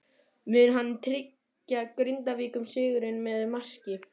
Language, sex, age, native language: Icelandic, male, 12, Icelandic